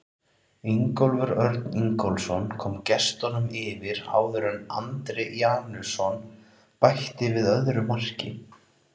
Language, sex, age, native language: Icelandic, male, 30-39, Icelandic